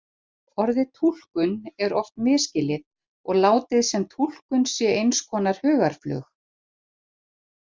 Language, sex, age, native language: Icelandic, female, 50-59, Icelandic